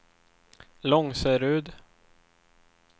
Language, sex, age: Swedish, male, 24